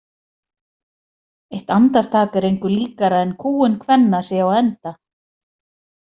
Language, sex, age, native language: Icelandic, female, 40-49, Icelandic